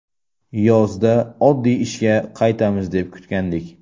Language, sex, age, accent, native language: Uzbek, male, 18-24, Samarqand, Uzbek